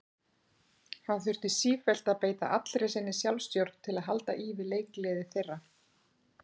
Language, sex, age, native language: Icelandic, female, 40-49, Icelandic